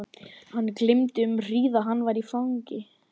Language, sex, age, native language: Icelandic, male, 11, Icelandic